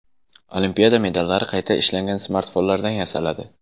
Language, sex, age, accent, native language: Uzbek, male, 18-24, Jizzax, Uzbek